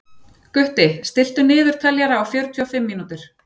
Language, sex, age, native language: Icelandic, female, 40-49, Icelandic